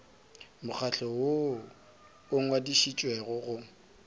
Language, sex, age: Northern Sotho, male, 23